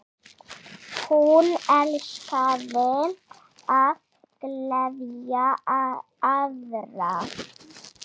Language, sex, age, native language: Icelandic, female, 7, Icelandic